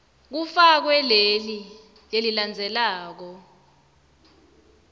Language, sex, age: Swati, female, 19